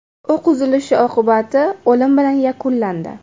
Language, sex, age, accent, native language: Uzbek, female, 18-24, Andijon, Uzbek